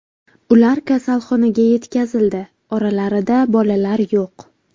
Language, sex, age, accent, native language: Uzbek, female, 18-24, Buxoro, Uzbek